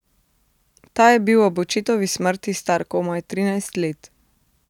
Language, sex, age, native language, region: Slovenian, female, 30-49, Slovenian, Central Slovenia